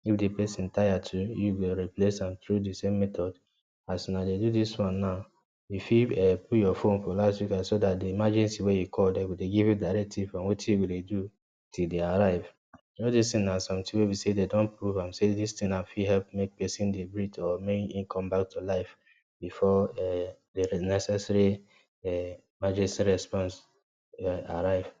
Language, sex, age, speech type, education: Nigerian Pidgin, male, 15-29, spontaneous, tertiary